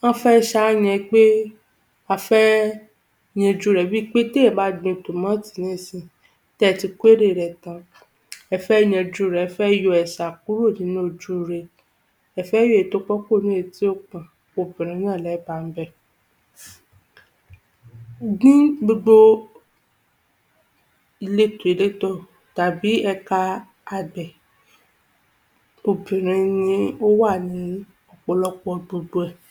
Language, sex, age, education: Yoruba, female, 15-29, tertiary